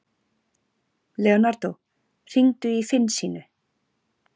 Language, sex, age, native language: Icelandic, female, 40-49, Icelandic